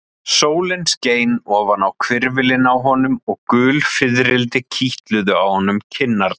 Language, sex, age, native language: Icelandic, male, 30-39, Icelandic